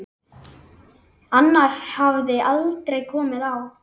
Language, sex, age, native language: Icelandic, male, 10, Icelandic